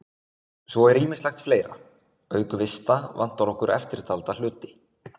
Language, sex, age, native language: Icelandic, male, 20-29, Icelandic